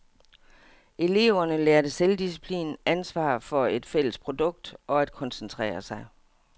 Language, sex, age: Danish, female, 57